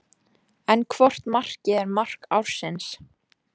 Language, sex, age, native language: Icelandic, female, 14, Icelandic